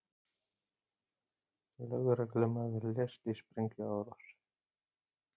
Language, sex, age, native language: Icelandic, male, 30-39, Icelandic